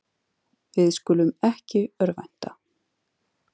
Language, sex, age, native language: Icelandic, female, 40-49, Icelandic